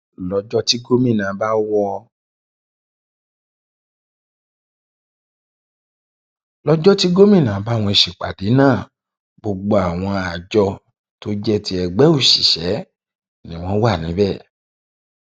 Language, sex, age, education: Yoruba, male, 30-45, tertiary